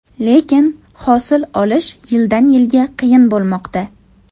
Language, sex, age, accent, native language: Uzbek, female, 18-24, Andijon, Uzbek